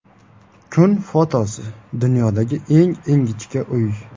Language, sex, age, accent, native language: Uzbek, male, 18-24, Qashqadaryo, Uzbek